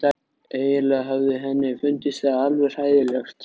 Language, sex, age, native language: Icelandic, male, 13, Icelandic